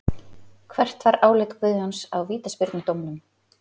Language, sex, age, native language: Icelandic, female, 40-49, Icelandic